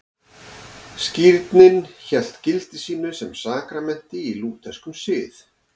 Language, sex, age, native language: Icelandic, male, 40-49, Icelandic